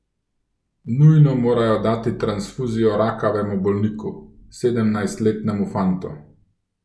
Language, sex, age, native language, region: Slovenian, male, 30-49, Slovenian, Gorenjska region